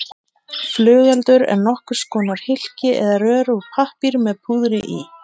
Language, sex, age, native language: Icelandic, female, 30-39, Icelandic